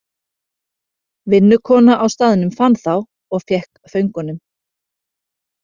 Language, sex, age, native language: Icelandic, female, 30-39, Icelandic